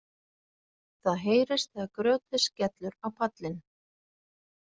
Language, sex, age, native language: Icelandic, female, 40-49, Icelandic